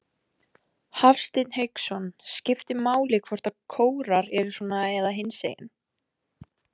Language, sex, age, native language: Icelandic, female, 14, Icelandic